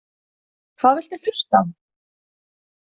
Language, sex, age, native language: Icelandic, female, 30-39, Icelandic